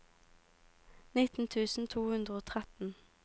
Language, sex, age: Norwegian, female, 18